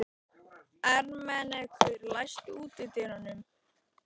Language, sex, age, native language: Icelandic, male, 18-19, Icelandic